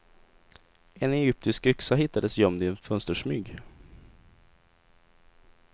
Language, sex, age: Swedish, male, 20